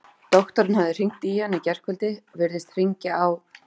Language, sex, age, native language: Icelandic, female, 40-49, Icelandic